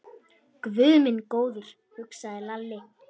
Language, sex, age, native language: Icelandic, female, 10, Icelandic